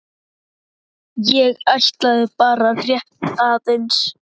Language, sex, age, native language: Icelandic, male, 9, Icelandic